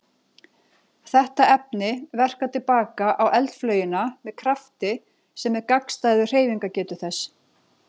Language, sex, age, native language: Icelandic, female, 40-49, Icelandic